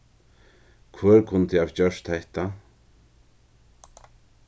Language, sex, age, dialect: Faroese, male, 61+, Norðurstreymoy/Eysturoy